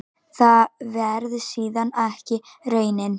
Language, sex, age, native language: Icelandic, female, 18-19, Icelandic